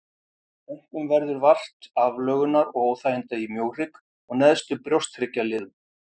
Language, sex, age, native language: Icelandic, male, 50-59, Icelandic